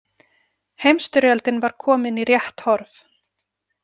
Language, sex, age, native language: Icelandic, female, 40-49, Icelandic